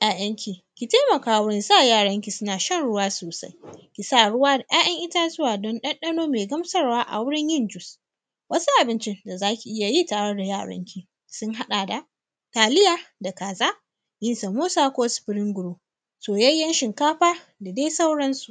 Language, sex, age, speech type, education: Hausa, female, 15-29, spontaneous, tertiary